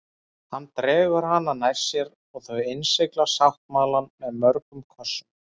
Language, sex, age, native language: Icelandic, male, 30-39, Icelandic